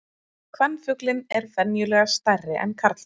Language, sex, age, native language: Icelandic, female, 20-29, Icelandic